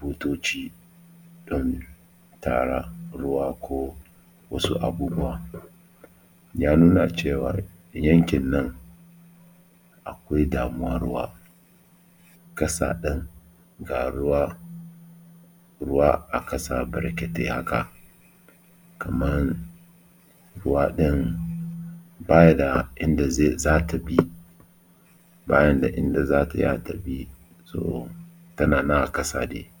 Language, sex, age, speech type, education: Hausa, male, 30-45, spontaneous, tertiary